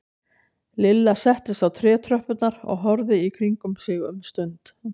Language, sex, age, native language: Icelandic, female, 60-69, Icelandic